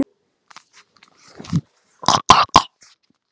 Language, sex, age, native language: Icelandic, male, 10, Icelandic